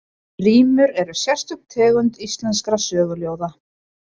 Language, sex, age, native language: Icelandic, female, 20-29, Icelandic